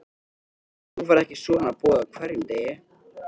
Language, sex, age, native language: Icelandic, male, 13, Icelandic